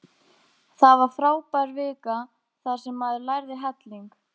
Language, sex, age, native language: Icelandic, female, 18-19, Icelandic